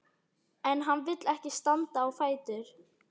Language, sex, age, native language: Icelandic, female, 12, Icelandic